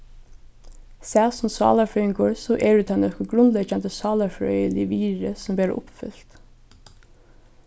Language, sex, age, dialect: Faroese, female, 15-35, Norðurstreymoy/Eysturoy